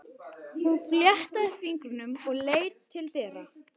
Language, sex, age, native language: Icelandic, female, 13, Icelandic